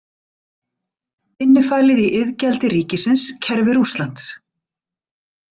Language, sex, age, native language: Icelandic, female, 40-49, Icelandic